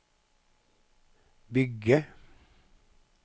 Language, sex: Norwegian, male